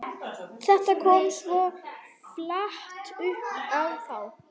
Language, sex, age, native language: Icelandic, female, 30-39, Swedish